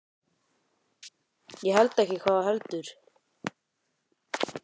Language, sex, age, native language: Icelandic, male, 11, Icelandic